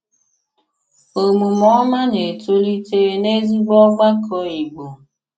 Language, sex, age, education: Igbo, female, 15-29, tertiary